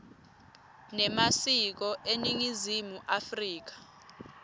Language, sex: Swati, female